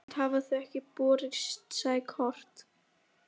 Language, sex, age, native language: Icelandic, female, 11, Icelandic